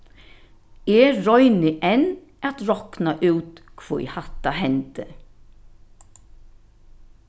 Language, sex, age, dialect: Faroese, female, 36-60, Norðurstreymoy/Eysturoy